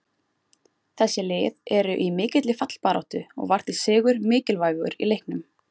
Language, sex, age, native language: Icelandic, female, 20-29, Icelandic